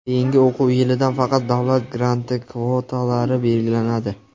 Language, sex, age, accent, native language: Uzbek, male, 19-29, Farg'ona, Uzbek